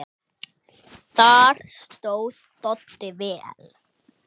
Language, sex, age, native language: Icelandic, male, 8, Icelandic